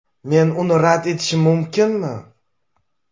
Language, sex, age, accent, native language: Uzbek, male, 18-24, Toshkent shahri, Uzbek